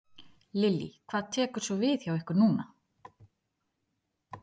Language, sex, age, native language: Icelandic, female, 30-39, Icelandic